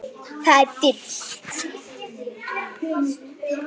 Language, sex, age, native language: Icelandic, female, 9, Icelandic